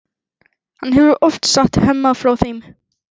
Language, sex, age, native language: Icelandic, female, 11, Icelandic